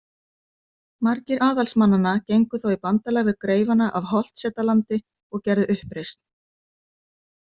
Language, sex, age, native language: Icelandic, female, 50-59, Icelandic